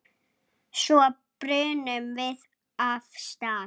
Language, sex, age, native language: Icelandic, female, 7, Icelandic